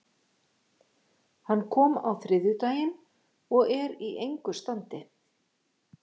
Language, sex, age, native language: Icelandic, female, 50-59, Icelandic